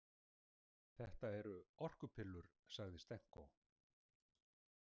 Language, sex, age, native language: Icelandic, male, 60-69, Icelandic